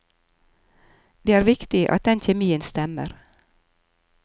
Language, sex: Norwegian, female